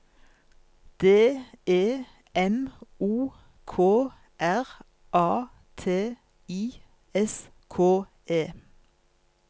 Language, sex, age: Norwegian, female, 47